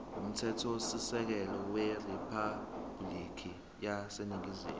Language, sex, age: Zulu, male, 21